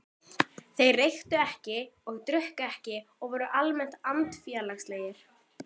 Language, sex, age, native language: Icelandic, female, 12, Icelandic